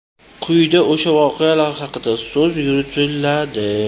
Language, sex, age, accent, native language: Uzbek, male, 25-34, Toshkent shahri, Uzbek